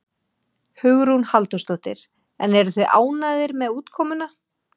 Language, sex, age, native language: Icelandic, female, 40-49, Icelandic